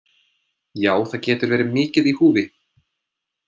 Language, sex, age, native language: Icelandic, male, 20-29, English